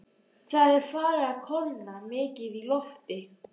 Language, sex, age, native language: Icelandic, female, 12, Icelandic